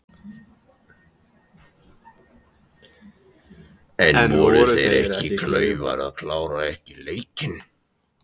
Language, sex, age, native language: Icelandic, male, 18-19, Icelandic